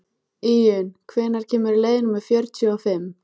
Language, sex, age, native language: Icelandic, female, 14, Icelandic